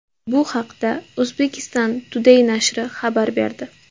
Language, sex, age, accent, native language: Uzbek, female, 18-24, Andijon, Uzbek